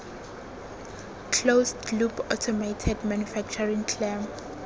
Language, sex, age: Tswana, female, 19